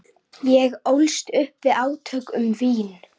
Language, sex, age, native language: Icelandic, female, 11, Icelandic